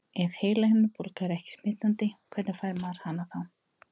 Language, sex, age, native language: Icelandic, female, 30-39, Icelandic